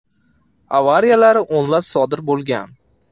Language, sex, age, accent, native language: Uzbek, male, 18-24, Andijon, Uzbek